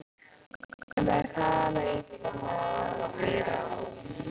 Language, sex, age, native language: Icelandic, female, 15, Icelandic